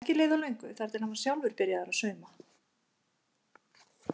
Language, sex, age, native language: Icelandic, female, 50-59, Icelandic